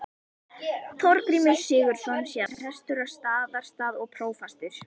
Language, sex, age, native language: Icelandic, female, 11, Icelandic